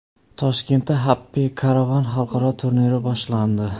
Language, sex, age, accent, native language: Uzbek, male, 35+, Samarqand, Uzbek